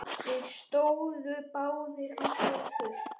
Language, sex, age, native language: Icelandic, male, 10, Icelandic